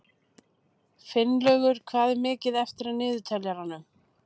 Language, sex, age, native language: Icelandic, female, 30-39, Icelandic